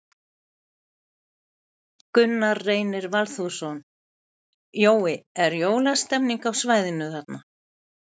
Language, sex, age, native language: Icelandic, female, 70-79, Icelandic